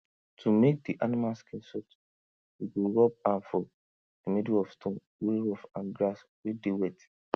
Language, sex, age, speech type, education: Nigerian Pidgin, male, 15-29, spontaneous, tertiary